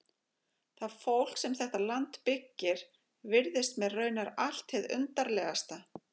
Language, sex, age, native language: Icelandic, female, 40-49, Icelandic